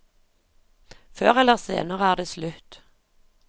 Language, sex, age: Norwegian, female, 36